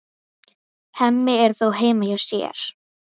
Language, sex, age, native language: Icelandic, female, 11, Icelandic